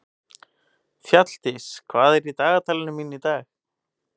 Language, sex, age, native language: Icelandic, male, 18-19, Icelandic